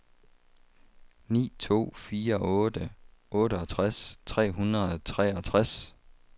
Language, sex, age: Danish, male, 35